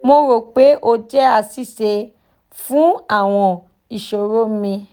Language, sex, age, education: Yoruba, female, 15-29, tertiary